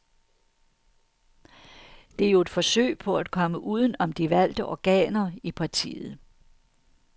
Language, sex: Danish, female